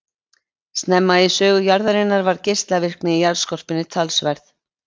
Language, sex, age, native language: Icelandic, female, 20-29, Icelandic